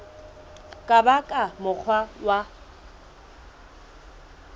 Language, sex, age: Southern Sotho, female, 22